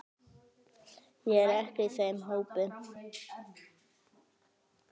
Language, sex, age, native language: Icelandic, male, 11, Icelandic